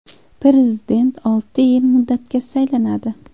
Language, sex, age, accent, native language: Uzbek, female, 18-24, Andijon, Uzbek